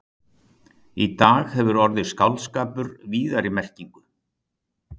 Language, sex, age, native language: Icelandic, male, 60-69, Icelandic